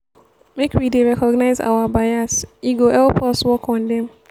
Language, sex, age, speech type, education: Nigerian Pidgin, female, 15-29, spontaneous, tertiary